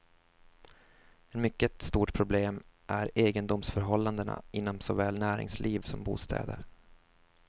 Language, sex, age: Swedish, male, 24